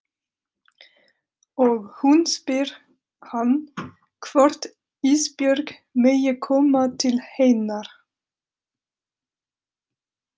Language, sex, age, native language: Icelandic, female, 30-39, French